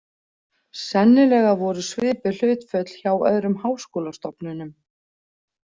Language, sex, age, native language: Icelandic, female, 40-49, Icelandic